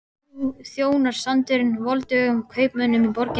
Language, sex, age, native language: Icelandic, male, 12, Icelandic